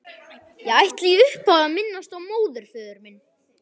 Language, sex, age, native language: Icelandic, male, 11, Icelandic